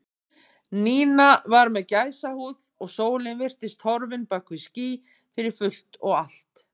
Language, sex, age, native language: Icelandic, female, 50-59, Icelandic